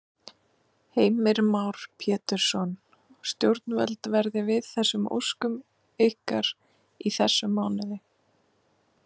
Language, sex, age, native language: Icelandic, female, 30-39, Icelandic